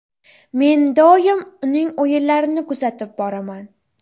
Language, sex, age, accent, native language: Uzbek, female, 12-17, Jizzax, Uzbek